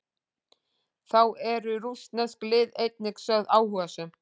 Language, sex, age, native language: Icelandic, female, 40-49, Icelandic